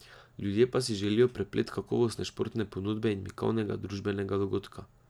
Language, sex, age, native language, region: Slovenian, male, 18-29, Slovenian, Drava region